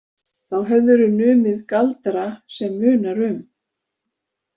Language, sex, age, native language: Icelandic, female, 50-59, Icelandic